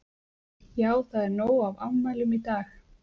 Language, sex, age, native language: Icelandic, female, 30-39, Icelandic